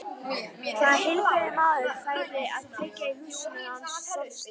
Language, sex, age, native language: Icelandic, female, 11, Icelandic